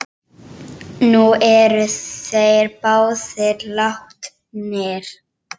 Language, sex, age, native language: Icelandic, female, 7, Icelandic